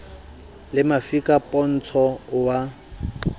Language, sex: Southern Sotho, male